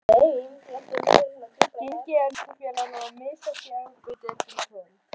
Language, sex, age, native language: Icelandic, female, 18-19, Icelandic